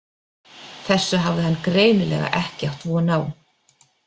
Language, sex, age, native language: Icelandic, female, 40-49, Icelandic